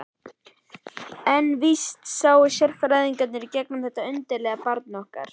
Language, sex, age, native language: Icelandic, male, 11, Icelandic